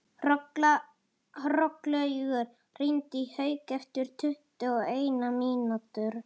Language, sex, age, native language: Icelandic, female, 40-49, Italian